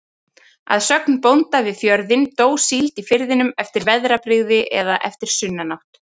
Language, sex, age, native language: Icelandic, female, 30-39, Icelandic